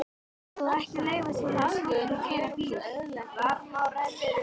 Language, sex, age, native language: Icelandic, female, 13, Icelandic